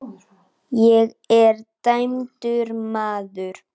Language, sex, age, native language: Icelandic, male, 9, Icelandic